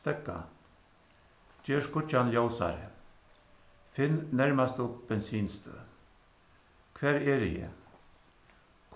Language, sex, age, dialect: Faroese, male, 61+, Suðuroy